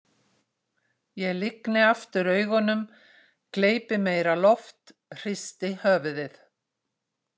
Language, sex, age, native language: Icelandic, female, 60-69, Icelandic